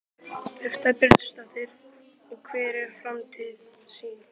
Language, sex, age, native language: Icelandic, male, 12, Icelandic